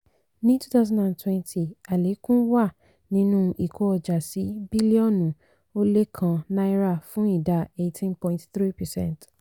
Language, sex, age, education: Yoruba, female, 15-29, tertiary